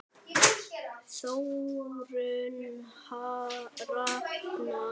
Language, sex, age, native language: Icelandic, male, 8, Icelandic